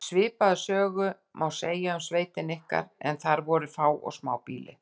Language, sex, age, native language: Icelandic, female, 60-69, Icelandic